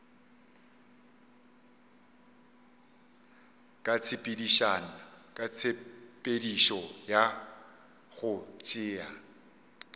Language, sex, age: Northern Sotho, male, 35